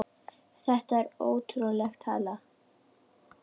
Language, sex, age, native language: Icelandic, female, 10, Icelandic